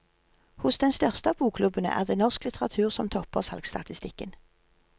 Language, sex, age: Norwegian, female, 53